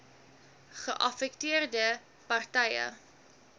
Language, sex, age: Afrikaans, female, 19